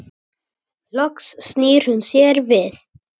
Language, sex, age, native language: Icelandic, male, 8, Icelandic